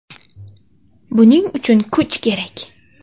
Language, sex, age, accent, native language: Uzbek, female, 25-34, Qashqadaryo, Uzbek